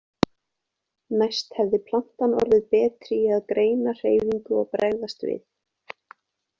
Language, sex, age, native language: Icelandic, female, 20-29, Icelandic